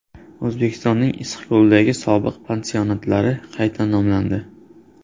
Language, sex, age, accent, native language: Uzbek, male, 18-24, Namangan, Uzbek